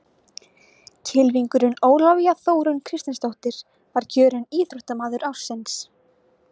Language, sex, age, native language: Icelandic, female, 20-29, Icelandic